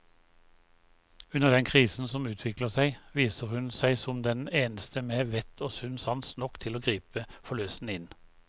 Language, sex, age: Norwegian, male, 51